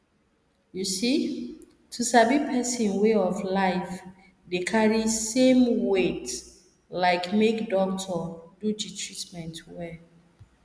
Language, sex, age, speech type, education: Nigerian Pidgin, female, 30-45, spontaneous, tertiary